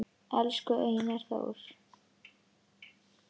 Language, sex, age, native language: Icelandic, female, 10, Icelandic